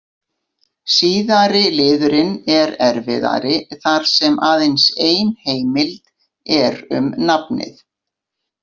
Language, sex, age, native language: Icelandic, female, 60-69, Icelandic